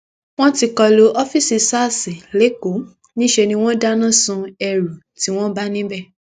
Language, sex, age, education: Yoruba, female, 15-29, tertiary